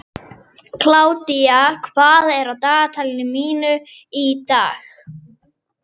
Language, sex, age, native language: Icelandic, female, 11, Icelandic